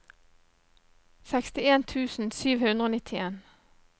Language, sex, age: Norwegian, female, 37